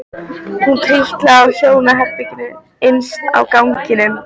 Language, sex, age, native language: Icelandic, female, 13, Icelandic